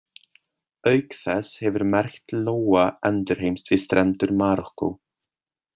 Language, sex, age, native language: Icelandic, male, 20-29, Swedish